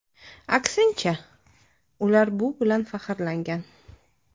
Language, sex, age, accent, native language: Uzbek, female, 25-34, Toshkent shahri, Uzbek